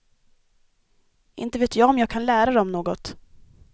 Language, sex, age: Swedish, female, 23